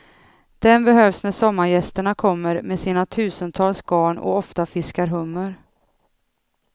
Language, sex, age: Swedish, female, 32